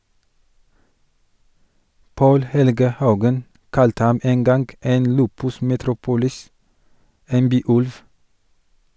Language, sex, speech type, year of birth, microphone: Norwegian, male, read, 1983, Sennheiser